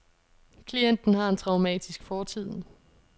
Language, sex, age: Danish, female, 26